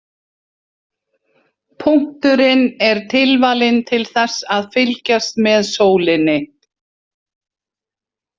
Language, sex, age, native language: Icelandic, female, 40-49, Icelandic